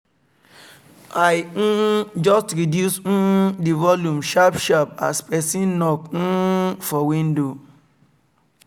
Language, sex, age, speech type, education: Nigerian Pidgin, male, 30-45, spontaneous, tertiary